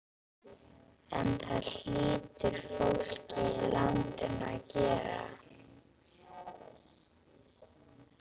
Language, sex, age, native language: Icelandic, female, 11, Icelandic